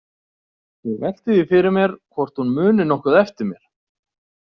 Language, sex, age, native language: Icelandic, male, 40-49, Icelandic